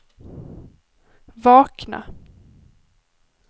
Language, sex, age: Swedish, female, 23